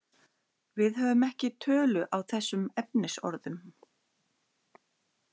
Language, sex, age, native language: Icelandic, female, 60-69, Icelandic